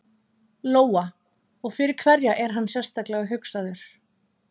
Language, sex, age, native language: Icelandic, female, 30-39, Icelandic